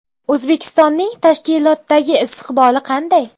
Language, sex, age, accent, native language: Uzbek, female, 12-17, Jizzax, Uzbek